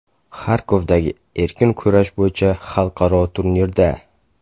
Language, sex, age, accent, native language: Uzbek, male, 18-24, Toshkent shahri, Uzbek